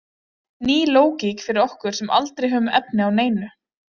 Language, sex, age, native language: Icelandic, female, 30-39, Icelandic